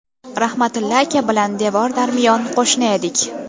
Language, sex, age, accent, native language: Uzbek, female, under 19, Toshkent shahri, Uzbek